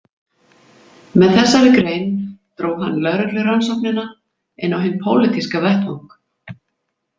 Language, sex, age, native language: Icelandic, female, 50-59, Icelandic